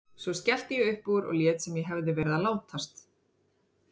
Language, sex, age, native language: Icelandic, female, 30-39, Icelandic